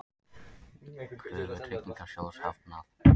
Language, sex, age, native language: Icelandic, male, 18-19, Icelandic